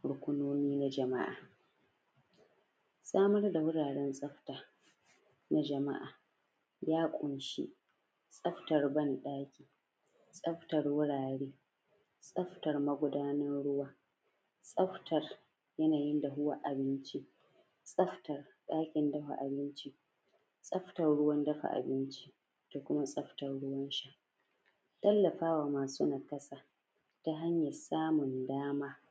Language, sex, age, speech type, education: Hausa, female, 15-29, spontaneous, primary